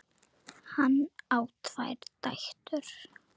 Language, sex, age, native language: Icelandic, female, 9, Icelandic